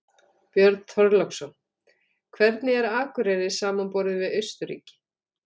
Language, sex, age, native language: Icelandic, female, 40-49, Icelandic